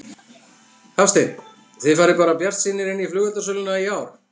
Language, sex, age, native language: Icelandic, male, 50-59, Icelandic